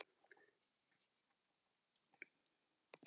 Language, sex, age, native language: Icelandic, female, 12, Icelandic